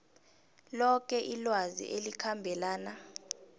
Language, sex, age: South Ndebele, female, 26